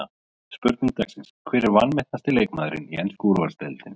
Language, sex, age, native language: Icelandic, male, 30-39, Icelandic